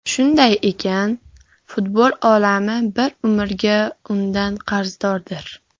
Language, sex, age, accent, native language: Uzbek, female, 40-49, Farg'ona, Uzbek